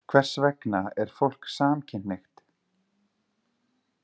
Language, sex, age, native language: Icelandic, male, 30-39, Icelandic